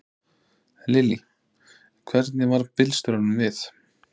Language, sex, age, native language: Icelandic, male, 30-39, Icelandic